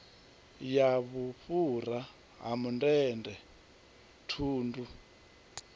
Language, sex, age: Venda, male, 39